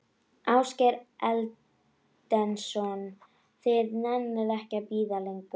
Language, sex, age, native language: Icelandic, female, 11, Icelandic